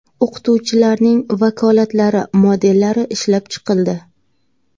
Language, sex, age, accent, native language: Uzbek, female, 18-24, Navoiy, Uzbek